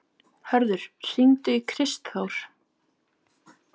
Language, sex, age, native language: Icelandic, female, 18-19, Icelandic